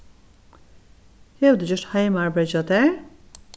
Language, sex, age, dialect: Faroese, female, 61+, Norðurstreymoy/Eysturoy